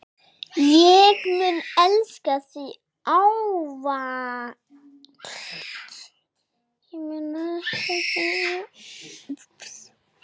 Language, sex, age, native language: Icelandic, female, 6, English